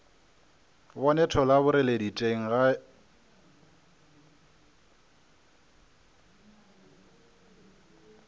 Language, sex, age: Northern Sotho, male, 26